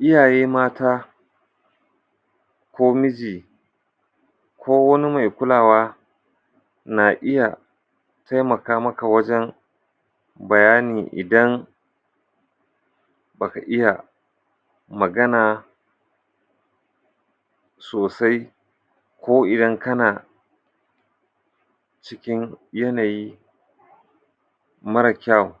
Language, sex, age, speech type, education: Hausa, male, 46-60, spontaneous, tertiary